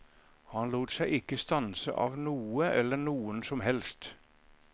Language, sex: Norwegian, male